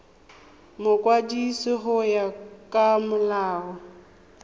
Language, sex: Tswana, female